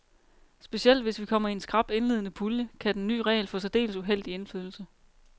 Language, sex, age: Danish, female, 30